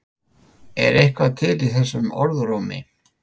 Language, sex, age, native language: Icelandic, male, 50-59, Icelandic